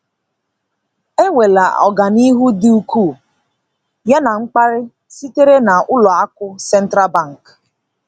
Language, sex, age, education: Igbo, female, 15-29, tertiary